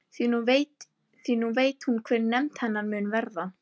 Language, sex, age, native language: Icelandic, female, 11, Icelandic